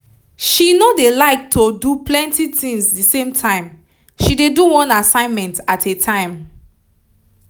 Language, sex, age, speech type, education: Nigerian Pidgin, female, 15-29, spontaneous, tertiary